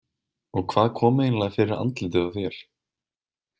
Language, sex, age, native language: Icelandic, male, 20-29, Icelandic